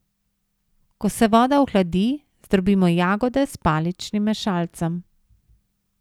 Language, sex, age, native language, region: Slovenian, female, 50-59, Slovenian, Savinja region